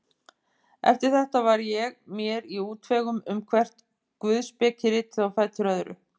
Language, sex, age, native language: Icelandic, female, 50-59, Icelandic